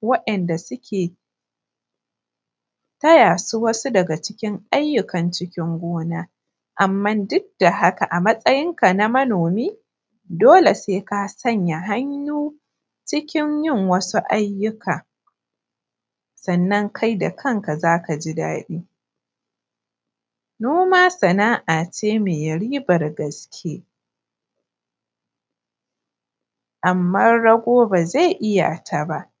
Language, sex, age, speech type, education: Hausa, female, 15-29, spontaneous, primary